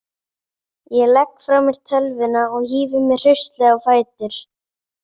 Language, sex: Icelandic, female